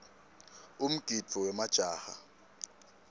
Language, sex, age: Swati, male, 19